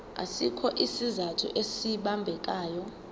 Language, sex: Zulu, female